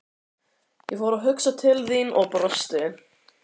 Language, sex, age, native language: Icelandic, male, 13, Icelandic